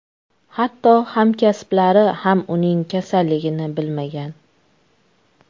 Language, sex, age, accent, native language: Uzbek, female, 25-34, Toshkent shahri, Uzbek